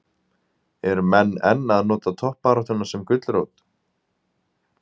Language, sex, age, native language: Icelandic, male, 20-29, Icelandic